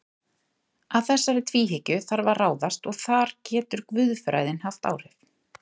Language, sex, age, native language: Icelandic, female, 30-39, Icelandic